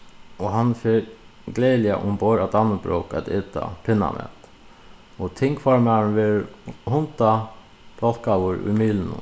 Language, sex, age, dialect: Faroese, male, 36-60, Suðuroy